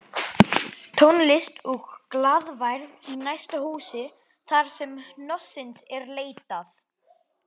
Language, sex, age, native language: Icelandic, male, 11, Icelandic